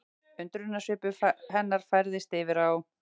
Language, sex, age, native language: Icelandic, female, 40-49, Icelandic